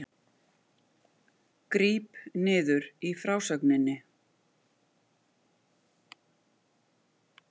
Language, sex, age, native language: Icelandic, female, 50-59, Icelandic